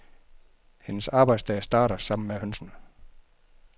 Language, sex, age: Danish, male, 51